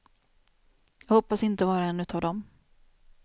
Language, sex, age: Swedish, female, 28